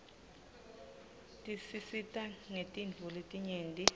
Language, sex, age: Swati, female, 20